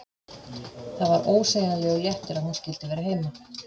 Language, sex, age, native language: Icelandic, female, 50-59, Icelandic